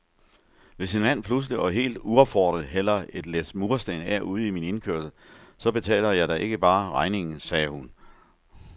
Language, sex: Danish, male